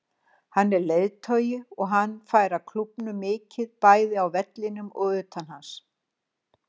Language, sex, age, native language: Icelandic, female, 60-69, Icelandic